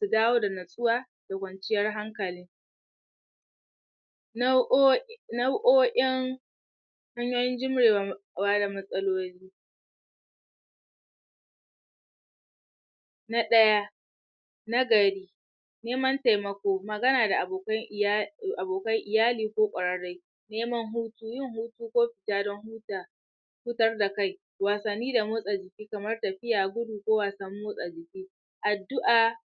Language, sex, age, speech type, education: Hausa, male, 30-45, spontaneous, tertiary